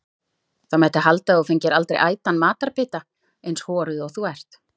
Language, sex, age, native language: Icelandic, female, 40-49, Icelandic